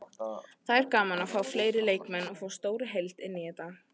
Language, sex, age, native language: Icelandic, female, 18-19, Icelandic